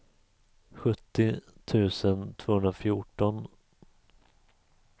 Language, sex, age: Swedish, male, 34